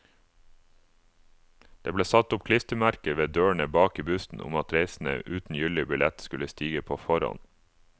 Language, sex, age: Norwegian, male, 28